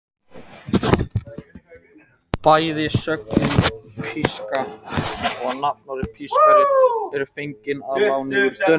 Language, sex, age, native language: Icelandic, male, 18-19, Icelandic